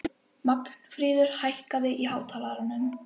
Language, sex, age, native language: Icelandic, female, 11, Icelandic